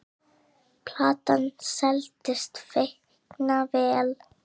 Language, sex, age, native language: Icelandic, female, 8, Icelandic